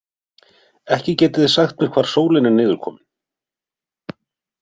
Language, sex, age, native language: Icelandic, male, 50-59, Icelandic